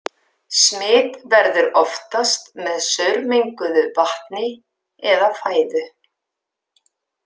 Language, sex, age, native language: Icelandic, female, 50-59, Icelandic